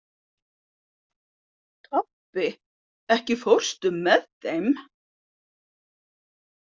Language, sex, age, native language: Icelandic, female, 50-59, Icelandic